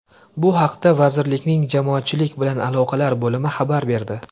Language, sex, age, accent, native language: Uzbek, male, 25-34, Andijon, Uzbek